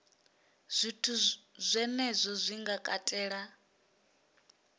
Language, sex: Venda, female